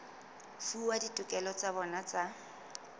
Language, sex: Southern Sotho, female